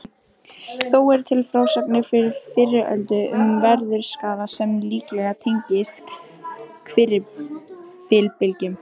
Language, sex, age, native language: Icelandic, female, 18-19, Icelandic